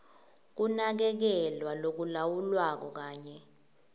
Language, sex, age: Swati, female, 18